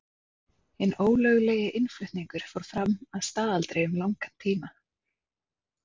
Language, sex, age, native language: Icelandic, female, 30-39, Icelandic